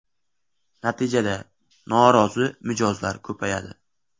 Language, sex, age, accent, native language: Uzbek, male, 18-24, Samarqand, Uzbek